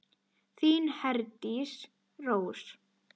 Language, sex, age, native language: Icelandic, male, 8, Icelandic